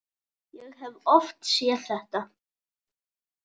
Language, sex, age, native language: Icelandic, male, 10, Icelandic